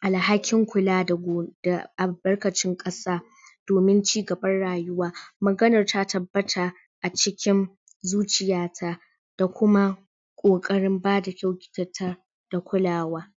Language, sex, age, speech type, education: Hausa, female, 60+, spontaneous, tertiary